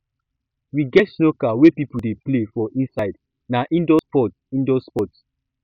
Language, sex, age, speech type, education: Nigerian Pidgin, male, 15-29, spontaneous, tertiary